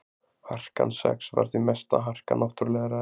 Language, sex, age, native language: Icelandic, male, 20-29, Icelandic